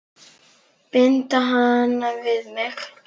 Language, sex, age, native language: Icelandic, female, 9, Icelandic